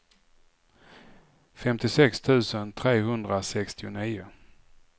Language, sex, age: Swedish, male, 44